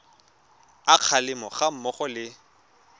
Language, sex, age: Tswana, male, 23